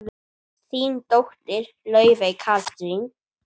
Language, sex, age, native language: Icelandic, female, 8, Icelandic